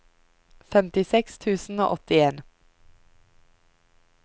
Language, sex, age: Norwegian, female, 24